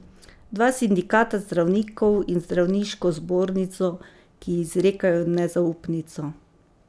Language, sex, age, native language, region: Slovenian, female, 50-59, Slovenian, Savinja region